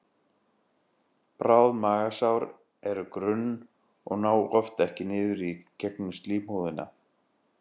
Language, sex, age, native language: Icelandic, male, 40-49, Icelandic